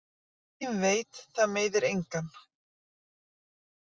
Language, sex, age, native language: Icelandic, female, 50-59, Icelandic